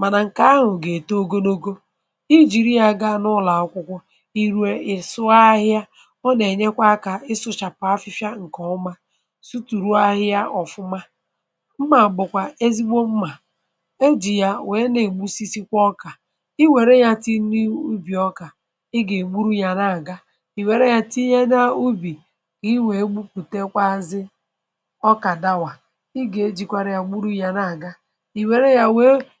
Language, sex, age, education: Igbo, male, 30-45, tertiary